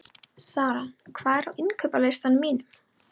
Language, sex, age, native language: Icelandic, female, 12, Icelandic